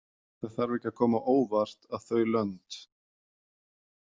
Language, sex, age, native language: Icelandic, male, 40-49, Icelandic